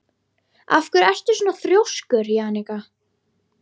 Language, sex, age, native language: Icelandic, female, 12, Icelandic